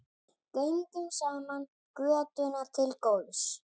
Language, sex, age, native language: Icelandic, female, 7, Icelandic